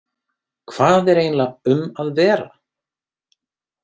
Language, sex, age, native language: Icelandic, male, 30-39, Icelandic